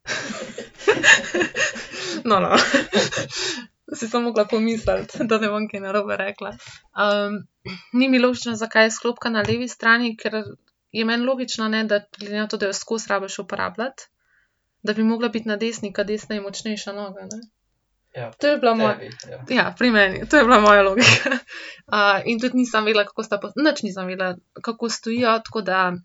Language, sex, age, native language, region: Slovenian, female, 18-29, Slovenian, Central Slovenia